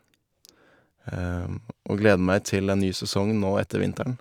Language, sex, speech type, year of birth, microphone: Norwegian, male, spontaneous, 1990, Shure